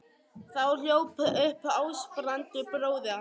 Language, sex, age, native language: Icelandic, male, 11, Icelandic